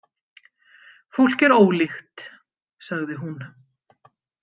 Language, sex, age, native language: Icelandic, female, 50-59, Icelandic